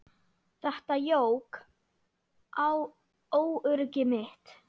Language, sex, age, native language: Icelandic, female, 9, Icelandic